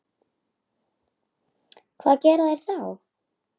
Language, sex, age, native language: Icelandic, female, 8, Icelandic